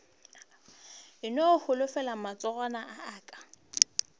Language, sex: Northern Sotho, female